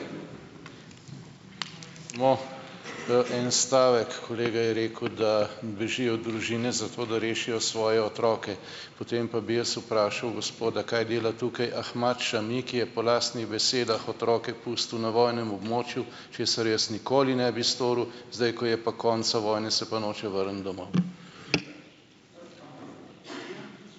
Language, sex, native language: Slovenian, male, Slovenian